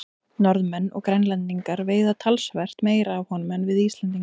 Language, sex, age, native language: Icelandic, female, 20-29, Icelandic